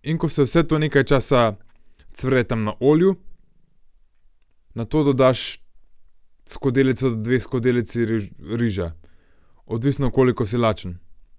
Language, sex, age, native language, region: Slovenian, male, 18-29, Slovenian, Gorenjska region